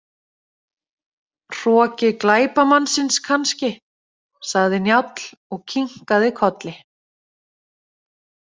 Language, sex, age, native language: Icelandic, female, 30-39, Icelandic